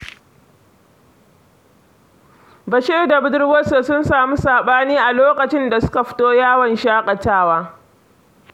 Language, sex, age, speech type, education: Hausa, female, 46-60, read, secondary